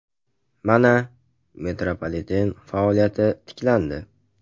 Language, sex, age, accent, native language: Uzbek, male, 18-24, Farg'ona, Uzbek